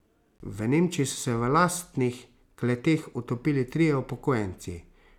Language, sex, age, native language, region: Slovenian, male, 30-49, Slovenian, Savinja region